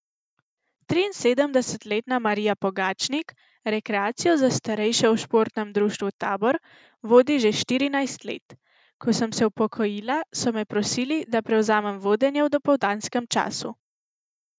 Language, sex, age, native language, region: Slovenian, female, 18-29, Slovenian, Central Slovenia